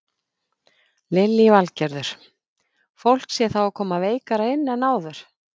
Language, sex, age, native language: Icelandic, female, 50-59, Icelandic